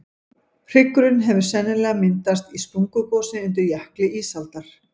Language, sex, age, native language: Icelandic, female, 50-59, Icelandic